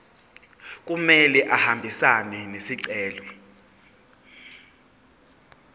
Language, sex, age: Zulu, male, 20